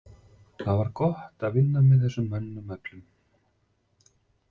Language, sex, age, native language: Icelandic, male, 40-49, Icelandic